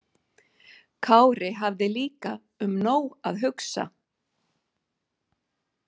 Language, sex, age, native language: Icelandic, female, 50-59, Icelandic